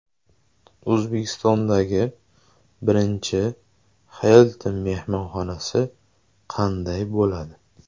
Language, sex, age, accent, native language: Uzbek, male, 25-34, Samarqand, Uzbek